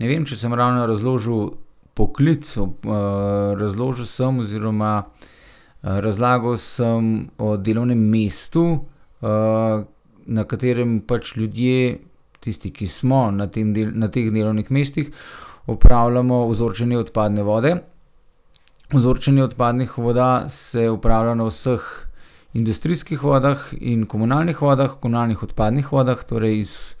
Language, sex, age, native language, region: Slovenian, male, 30-49, Slovenian, Gorenjska region